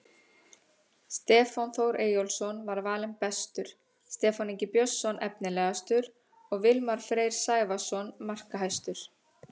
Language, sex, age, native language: Icelandic, female, 30-39, Icelandic